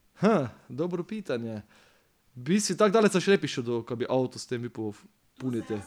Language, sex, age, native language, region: Slovenian, male, 30-49, Slovenian, Pomurje region